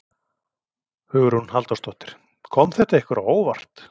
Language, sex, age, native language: Icelandic, male, 40-49, Icelandic